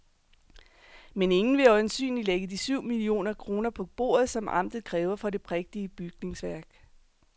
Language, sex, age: Danish, female, 39